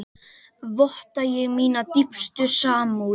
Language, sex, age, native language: Icelandic, male, 10, Icelandic